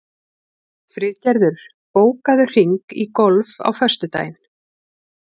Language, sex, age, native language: Icelandic, female, 40-49, Icelandic